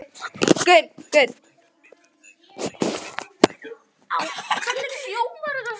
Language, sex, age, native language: Icelandic, male, 11, Icelandic